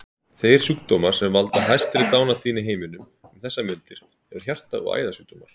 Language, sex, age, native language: Icelandic, male, 30-39, Icelandic